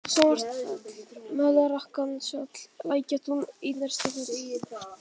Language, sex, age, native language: Icelandic, male, 18-19, Icelandic